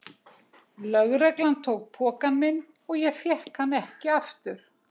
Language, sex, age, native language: Icelandic, female, 60-69, Icelandic